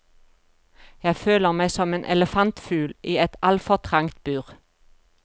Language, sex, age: Norwegian, female, 42